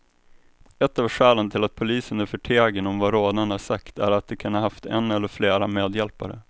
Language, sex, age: Swedish, male, 21